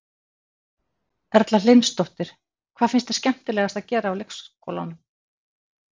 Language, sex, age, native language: Icelandic, female, 50-59, Icelandic